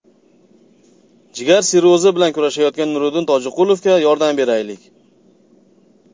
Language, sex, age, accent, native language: Uzbek, male, 30-39, Farg'ona, Uzbek